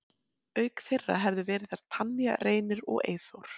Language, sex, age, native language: Icelandic, female, 20-29, Icelandic